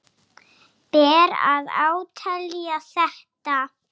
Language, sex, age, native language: Icelandic, female, 7, Icelandic